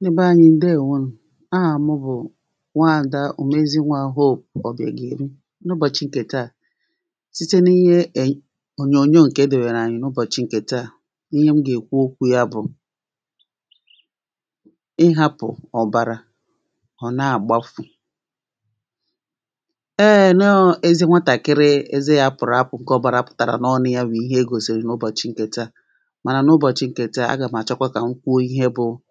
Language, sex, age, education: Igbo, female, 30-45, primary